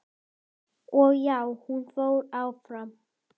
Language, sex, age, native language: Icelandic, female, 10, Icelandic